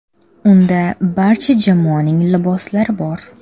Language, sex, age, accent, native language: Uzbek, female, under 19, Toshkent shahri, Uzbek